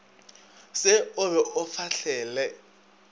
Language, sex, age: Northern Sotho, male, 22